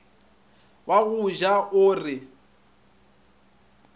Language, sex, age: Northern Sotho, male, 25